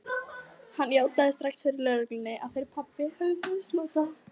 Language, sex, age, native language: Icelandic, female, 15, Icelandic